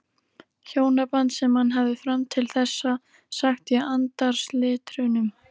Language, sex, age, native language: Icelandic, female, 13, Icelandic